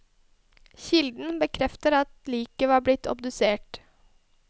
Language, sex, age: Norwegian, female, 21